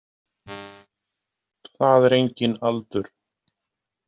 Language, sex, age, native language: Icelandic, male, 50-59, Icelandic